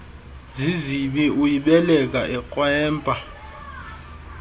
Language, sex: Xhosa, male